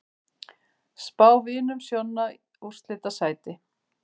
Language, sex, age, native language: Icelandic, female, 50-59, Icelandic